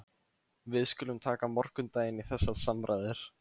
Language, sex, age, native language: Icelandic, male, 15, Icelandic